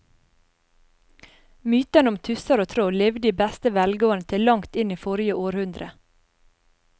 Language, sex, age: Norwegian, female, 30